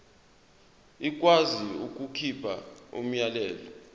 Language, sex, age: Zulu, male, 22